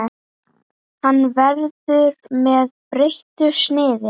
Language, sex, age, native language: Icelandic, female, 9, Icelandic